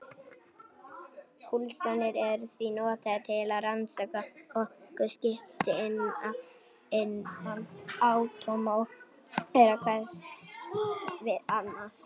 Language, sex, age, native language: Icelandic, male, 18-19, Icelandic